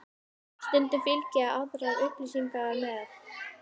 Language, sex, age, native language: Icelandic, female, 18-19, Icelandic